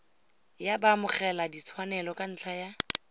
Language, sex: Tswana, female